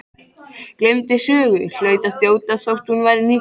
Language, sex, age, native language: Icelandic, male, 13, Icelandic